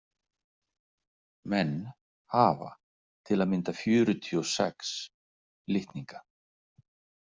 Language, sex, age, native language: Icelandic, male, 60-69, Icelandic